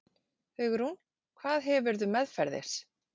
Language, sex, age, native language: Icelandic, female, 40-49, Icelandic